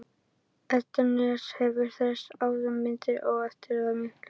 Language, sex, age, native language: Icelandic, female, 40-49, Icelandic